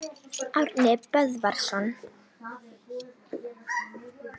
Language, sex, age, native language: Icelandic, male, 18-19, Icelandic